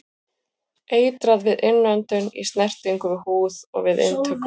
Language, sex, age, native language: Icelandic, female, 40-49, Icelandic